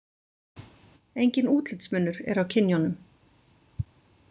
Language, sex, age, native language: Icelandic, female, 40-49, Icelandic